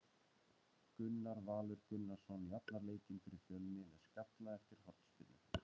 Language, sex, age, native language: Icelandic, male, 30-39, Icelandic